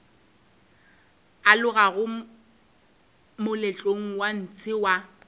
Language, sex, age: Northern Sotho, female, 26